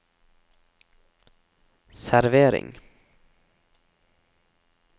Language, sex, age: Norwegian, male, 17